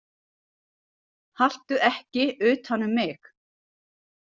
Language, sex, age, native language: Icelandic, female, 60-69, Icelandic